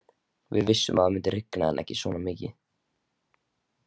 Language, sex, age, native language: Icelandic, male, 18-19, Icelandic